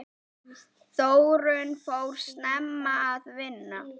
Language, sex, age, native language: Icelandic, female, 9, Icelandic